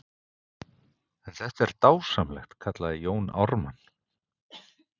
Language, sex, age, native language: Icelandic, male, 50-59, Icelandic